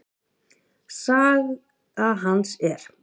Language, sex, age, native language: Icelandic, female, 50-59, Icelandic